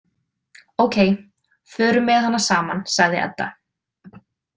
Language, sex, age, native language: Icelandic, female, 20-29, Icelandic